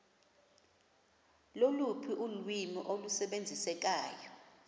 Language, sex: Xhosa, female